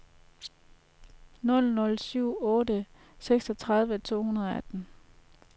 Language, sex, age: Danish, female, 33